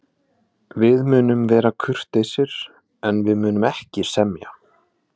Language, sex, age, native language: Icelandic, male, 20-29, Icelandic